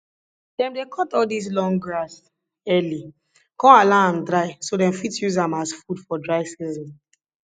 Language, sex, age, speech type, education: Nigerian Pidgin, female, 15-29, spontaneous, tertiary